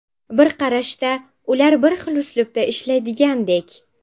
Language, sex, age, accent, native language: Uzbek, female, 12-17, Sirdaryo, Uzbek